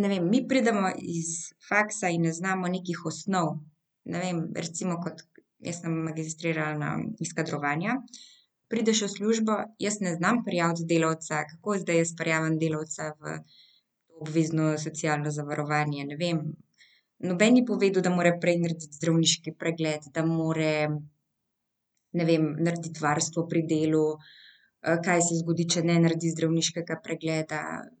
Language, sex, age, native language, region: Slovenian, female, 18-29, Slovenian, Central Slovenia